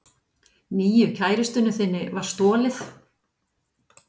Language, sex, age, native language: Icelandic, female, 50-59, Icelandic